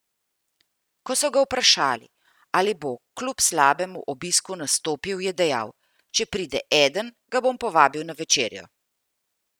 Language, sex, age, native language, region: Slovenian, female, 50-59, Slovenian, Central Slovenia